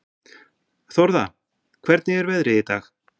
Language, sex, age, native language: Icelandic, male, 40-49, Icelandic